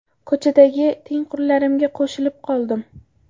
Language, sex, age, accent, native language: Uzbek, female, 18-24, Farg'ona, Uzbek